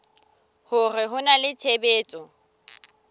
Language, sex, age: Southern Sotho, female, 18